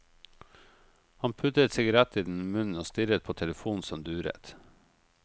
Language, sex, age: Norwegian, male, 38